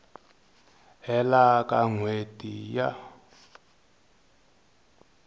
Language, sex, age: Tsonga, male, 22